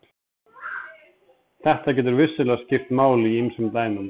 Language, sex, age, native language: Icelandic, male, 30-39, Icelandic